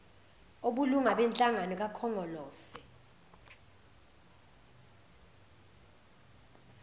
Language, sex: Zulu, female